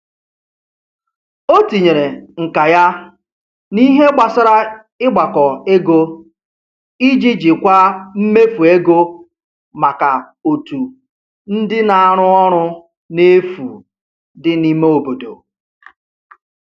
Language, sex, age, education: Igbo, male, 30-45, tertiary